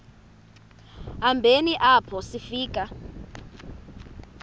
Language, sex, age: Xhosa, female, 32